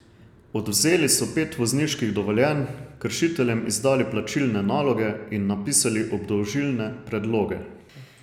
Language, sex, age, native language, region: Slovenian, male, 30-49, Slovenian, Savinja region